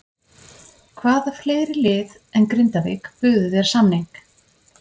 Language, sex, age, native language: Icelandic, female, 50-59, Icelandic